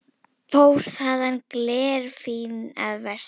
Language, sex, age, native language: Icelandic, female, 10, Icelandic